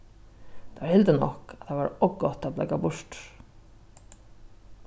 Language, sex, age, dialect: Faroese, female, 36-60, Norðuroyggjar